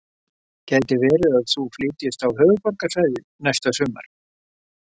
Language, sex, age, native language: Icelandic, male, 70-79, Icelandic